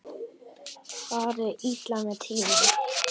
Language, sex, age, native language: Icelandic, female, 10, Icelandic